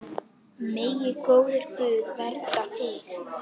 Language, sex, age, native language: Icelandic, female, 8, Icelandic